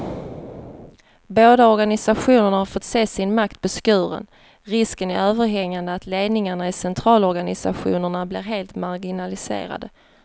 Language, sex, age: Swedish, female, 30